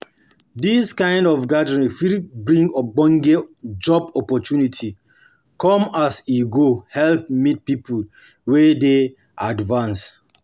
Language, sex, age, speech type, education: Nigerian Pidgin, male, 30-45, spontaneous, tertiary